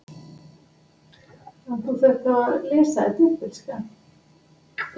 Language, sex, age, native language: Icelandic, male, 11, English